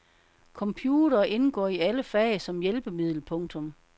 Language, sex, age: Danish, female, 52